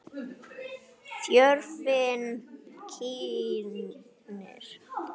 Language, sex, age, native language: Icelandic, male, 9, Icelandic